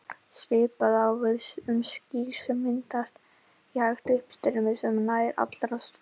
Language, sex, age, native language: Icelandic, male, 18-19, Icelandic